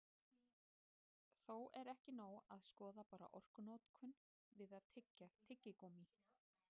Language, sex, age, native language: Icelandic, female, 30-39, Icelandic